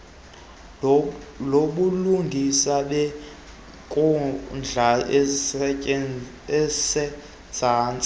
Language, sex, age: Xhosa, male, 22